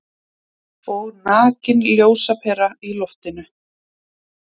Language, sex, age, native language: Icelandic, female, 30-39, Icelandic